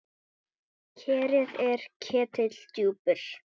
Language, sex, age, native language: Icelandic, male, 9, Icelandic